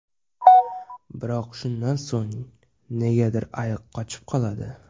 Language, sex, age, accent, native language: Uzbek, male, 18-24, Andijon, Uzbek